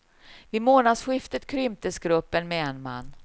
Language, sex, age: Swedish, female, 53